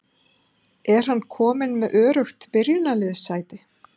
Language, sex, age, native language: Icelandic, female, 50-59, Icelandic